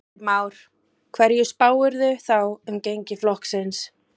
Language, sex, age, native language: Icelandic, female, 30-39, Icelandic